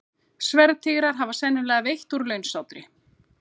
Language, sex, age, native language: Icelandic, female, 30-39, Icelandic